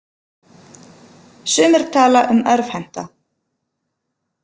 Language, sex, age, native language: Icelandic, female, 50-59, Icelandic